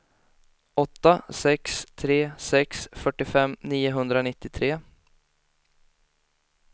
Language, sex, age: Swedish, male, 18